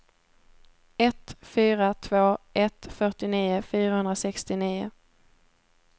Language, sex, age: Swedish, female, 17